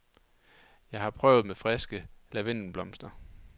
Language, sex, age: Danish, male, 28